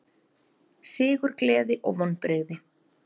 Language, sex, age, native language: Icelandic, female, 30-39, Icelandic